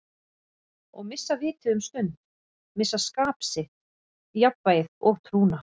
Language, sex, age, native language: Icelandic, female, 40-49, Icelandic